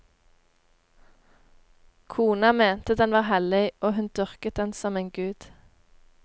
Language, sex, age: Norwegian, female, 18